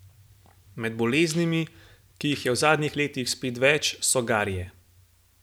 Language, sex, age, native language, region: Slovenian, male, 18-29, Slovenian, Gorenjska region